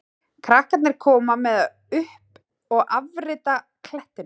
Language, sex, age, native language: Icelandic, female, 30-39, Icelandic